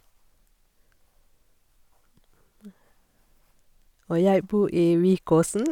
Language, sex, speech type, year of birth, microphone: Norwegian, female, spontaneous, 1969, Sennheiser